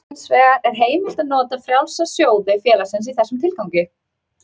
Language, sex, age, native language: Icelandic, female, 30-39, Icelandic